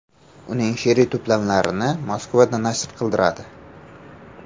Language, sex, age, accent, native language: Uzbek, male, 18-24, Samarqand, Uzbek